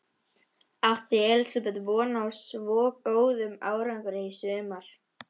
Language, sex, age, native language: Icelandic, female, 11, Icelandic